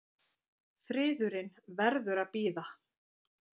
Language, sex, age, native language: Icelandic, female, 50-59, Icelandic